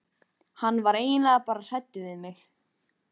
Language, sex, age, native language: Icelandic, female, 14, Icelandic